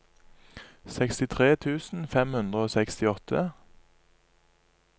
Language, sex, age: Norwegian, male, 27